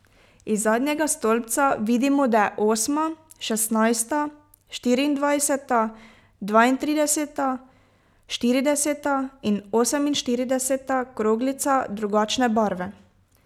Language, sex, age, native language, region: Slovenian, female, 18-29, Slovenian, Pomurje region